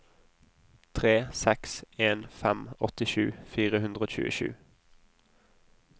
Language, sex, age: Norwegian, male, 20